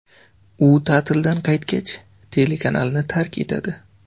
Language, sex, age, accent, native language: Uzbek, male, 25-34, Navoiy, Uzbek